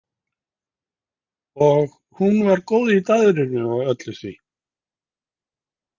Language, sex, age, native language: Icelandic, male, 50-59, Icelandic